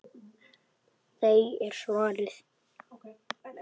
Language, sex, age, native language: Icelandic, female, 8, Icelandic